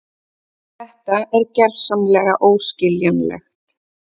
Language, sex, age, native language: Icelandic, female, 30-39, Icelandic